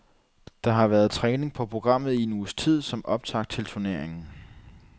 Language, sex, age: Danish, male, 30